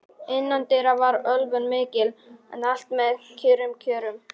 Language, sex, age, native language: Icelandic, male, 12, Polish